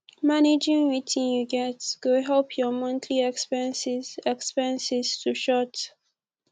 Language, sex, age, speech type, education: Nigerian Pidgin, female, 15-29, spontaneous, tertiary